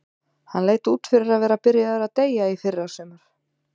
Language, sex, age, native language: Icelandic, female, 30-39, Icelandic